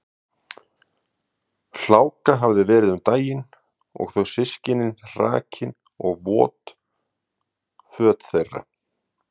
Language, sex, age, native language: Icelandic, male, 50-59, Icelandic